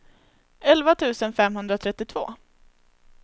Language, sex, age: Swedish, female, 21